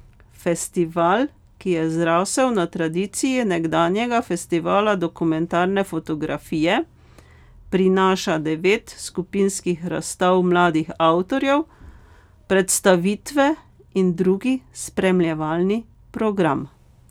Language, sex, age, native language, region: Slovenian, female, 50-59, Slovenian, Pomurje region